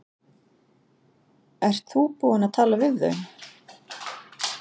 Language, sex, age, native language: Icelandic, female, 40-49, Icelandic